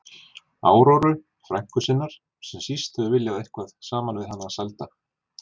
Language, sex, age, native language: Icelandic, male, 40-49, Icelandic